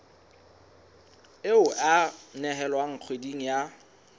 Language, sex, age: Southern Sotho, male, 22